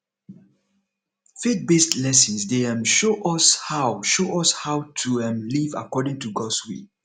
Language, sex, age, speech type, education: Nigerian Pidgin, male, 30-45, spontaneous, tertiary